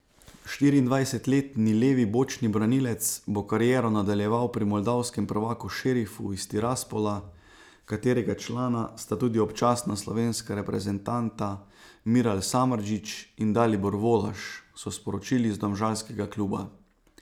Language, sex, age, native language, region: Slovenian, male, 30-49, Slovenian, Savinja region